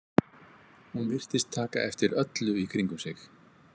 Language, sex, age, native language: Icelandic, male, 50-59, Icelandic